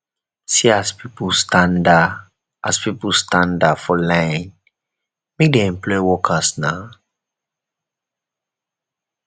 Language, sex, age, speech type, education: Nigerian Pidgin, male, 15-29, spontaneous, tertiary